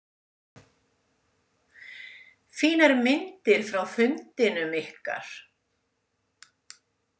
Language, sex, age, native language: Icelandic, female, 70-79, Icelandic